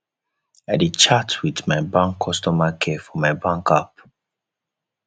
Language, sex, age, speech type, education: Nigerian Pidgin, male, 15-29, spontaneous, tertiary